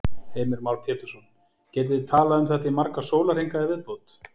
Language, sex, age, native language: Icelandic, male, 40-49, Icelandic